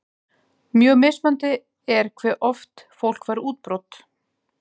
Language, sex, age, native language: Icelandic, female, 30-39, Icelandic